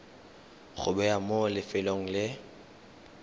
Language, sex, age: Tswana, male, 19